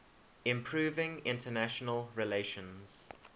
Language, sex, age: English, male, 21